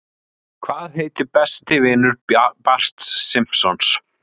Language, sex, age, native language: Icelandic, male, 30-39, Icelandic